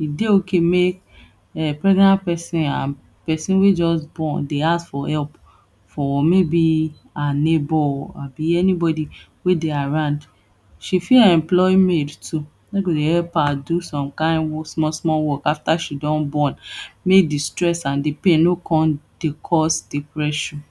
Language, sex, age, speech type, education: Nigerian Pidgin, female, 30-45, spontaneous, tertiary